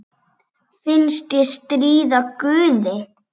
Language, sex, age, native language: Icelandic, female, 7, Icelandic